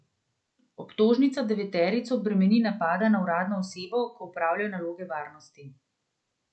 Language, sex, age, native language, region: Slovenian, female, 30-49, Slovenian, Central Slovenia